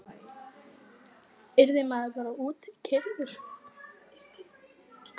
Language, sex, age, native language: Icelandic, female, 15, Icelandic